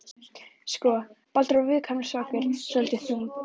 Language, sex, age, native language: Icelandic, female, 11, Icelandic